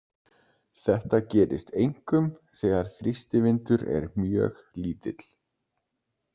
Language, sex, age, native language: Icelandic, male, 30-39, Icelandic